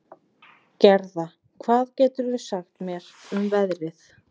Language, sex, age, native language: Icelandic, female, 20-29, Icelandic